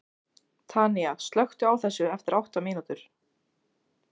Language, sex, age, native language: Icelandic, female, 16, Icelandic